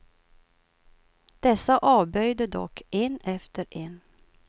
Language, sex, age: Swedish, female, 52